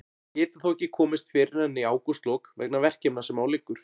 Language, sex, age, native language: Icelandic, male, 40-49, Icelandic